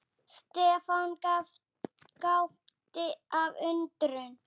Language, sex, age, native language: Icelandic, female, 8, Icelandic